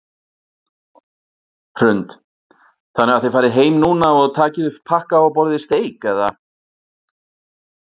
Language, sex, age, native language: Icelandic, male, 40-49, Icelandic